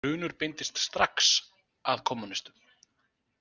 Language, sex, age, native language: Icelandic, male, 20-29, Icelandic